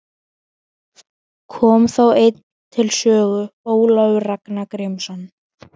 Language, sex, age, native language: Icelandic, female, 12, Icelandic